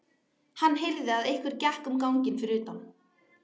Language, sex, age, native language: Icelandic, female, 12, Icelandic